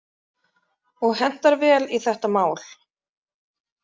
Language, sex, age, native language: Icelandic, female, 30-39, Icelandic